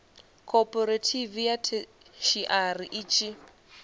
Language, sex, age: Venda, female, 22